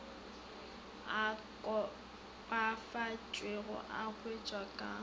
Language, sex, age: Northern Sotho, female, 18